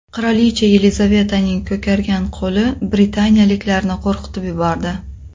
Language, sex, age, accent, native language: Uzbek, female, 25-34, Qoraqalpog'iston, Uzbek